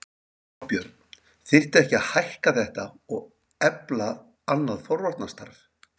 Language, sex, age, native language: Icelandic, male, 50-59, Icelandic